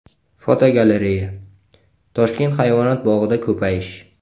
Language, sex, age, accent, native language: Uzbek, male, 18-24, Qashqadaryo, Uzbek